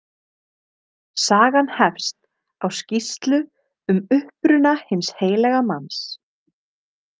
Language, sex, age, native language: Icelandic, female, 30-39, Icelandic